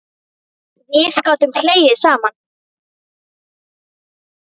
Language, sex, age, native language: Icelandic, female, 9, Icelandic